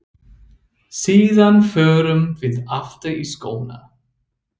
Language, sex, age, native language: Icelandic, male, 30-39, English